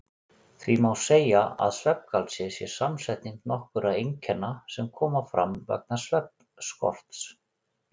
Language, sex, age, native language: Icelandic, male, 40-49, Icelandic